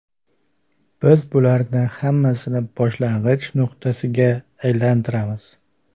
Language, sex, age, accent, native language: Uzbek, male, 25-34, Farg'ona, Uzbek